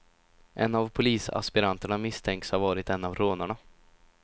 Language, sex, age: Swedish, male, 17